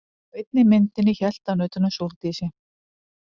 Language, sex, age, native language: Icelandic, female, 40-49, Icelandic